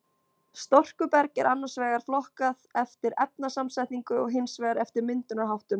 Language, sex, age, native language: Icelandic, female, 20-29, Icelandic